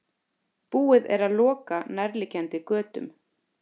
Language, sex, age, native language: Icelandic, female, 30-39, Icelandic